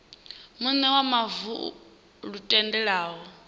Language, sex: Venda, female